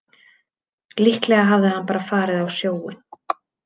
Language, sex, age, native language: Icelandic, female, 20-29, Icelandic